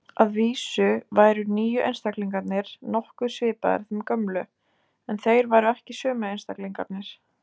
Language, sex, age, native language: Icelandic, female, 20-29, Icelandic